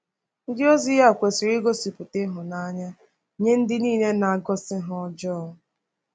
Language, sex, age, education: Igbo, female, 15-29, tertiary